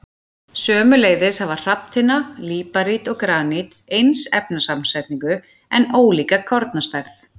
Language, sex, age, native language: Icelandic, female, 40-49, Icelandic